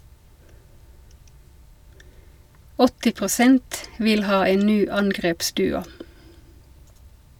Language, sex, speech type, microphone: Norwegian, female, read, Shure